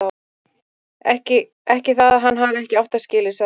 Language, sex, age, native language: Icelandic, female, 30-39, Icelandic